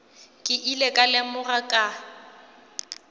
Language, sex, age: Northern Sotho, female, 18